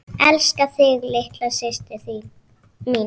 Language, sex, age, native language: Icelandic, female, 6, Icelandic